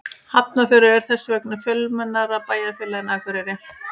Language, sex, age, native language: Icelandic, female, 30-39, Icelandic